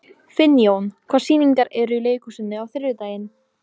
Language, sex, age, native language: Icelandic, female, 15, Polish